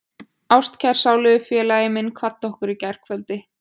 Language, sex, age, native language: Icelandic, female, 20-29, Icelandic